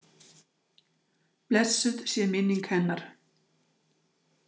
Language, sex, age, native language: Icelandic, female, 60-69, Icelandic